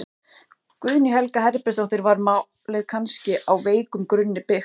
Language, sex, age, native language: Icelandic, male, 14, Icelandic